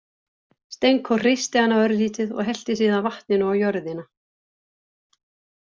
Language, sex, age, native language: Icelandic, female, 60-69, Icelandic